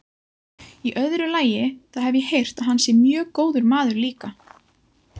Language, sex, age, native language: Icelandic, female, 20-29, Icelandic